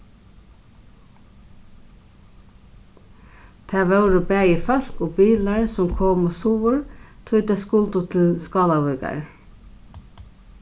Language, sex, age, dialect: Faroese, female, 36-60, Norðurstreymoy/Eysturoy